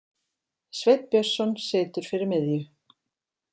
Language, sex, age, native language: Icelandic, female, 40-49, Icelandic